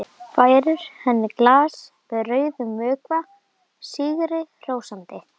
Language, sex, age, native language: Icelandic, female, 11, Icelandic